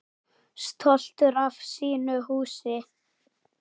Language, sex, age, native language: Icelandic, male, 8, Icelandic